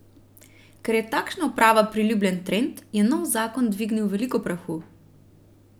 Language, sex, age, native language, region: Slovenian, female, 30-49, Slovenian, Central Slovenia